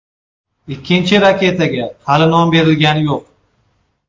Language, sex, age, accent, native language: Uzbek, male, 35+, Farg'ona, Uzbek